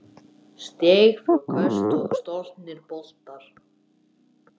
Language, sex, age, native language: Icelandic, male, 10, Icelandic